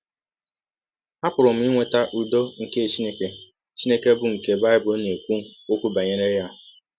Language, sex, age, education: Igbo, male, 15-29, tertiary